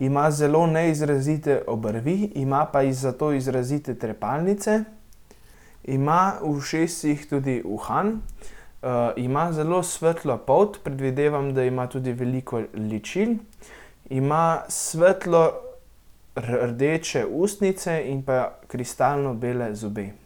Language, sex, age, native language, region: Slovenian, male, 18-29, Slovenian, Central Slovenia